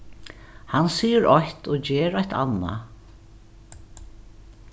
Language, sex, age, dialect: Faroese, female, 61+, Norðuroyggjar